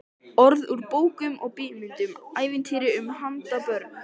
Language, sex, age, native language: Icelandic, male, 13, Icelandic